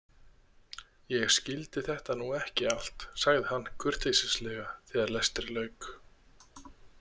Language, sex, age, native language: Icelandic, male, 30-39, Icelandic